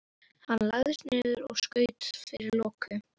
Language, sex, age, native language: Icelandic, female, 11, Icelandic